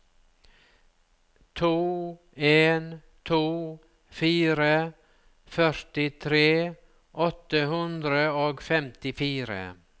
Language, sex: Norwegian, male